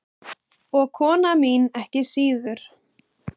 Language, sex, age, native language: Icelandic, female, 8, Icelandic